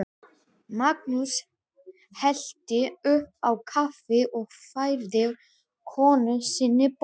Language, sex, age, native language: Icelandic, male, 11, Icelandic